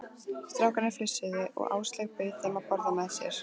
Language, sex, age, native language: Icelandic, female, 14, Icelandic